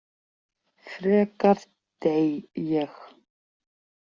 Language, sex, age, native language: Icelandic, female, 40-49, Icelandic